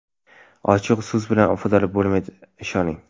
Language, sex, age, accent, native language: Uzbek, male, 18-24, Navoiy, Uzbek